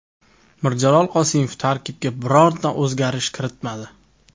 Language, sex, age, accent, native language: Uzbek, male, 35+, Toshkent shahri, Uzbek